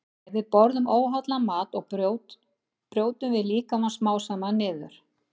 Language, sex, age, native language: Icelandic, female, 50-59, Icelandic